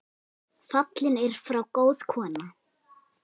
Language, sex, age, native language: Icelandic, female, 8, Icelandic